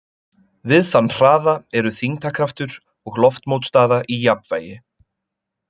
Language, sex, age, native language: Icelandic, male, 20-29, Icelandic